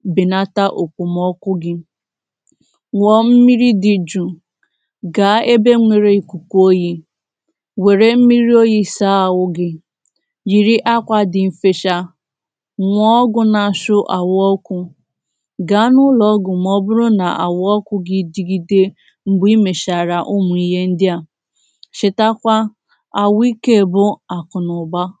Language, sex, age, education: Igbo, female, 15-29, tertiary